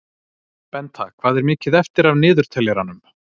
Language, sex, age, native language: Icelandic, male, 30-39, Icelandic